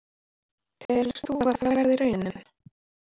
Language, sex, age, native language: Icelandic, female, 30-39, Icelandic